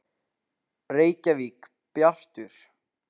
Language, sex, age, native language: Icelandic, male, 18-19, Icelandic